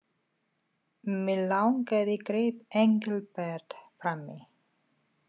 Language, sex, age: Icelandic, female, 50-59